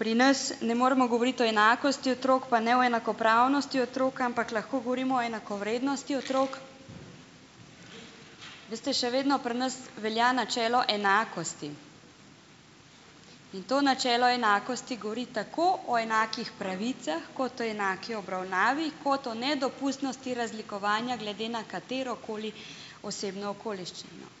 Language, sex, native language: Slovenian, female, Slovenian